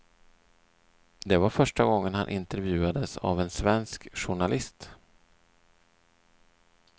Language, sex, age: Swedish, male, 39